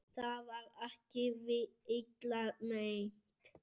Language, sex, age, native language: Icelandic, male, 7, Icelandic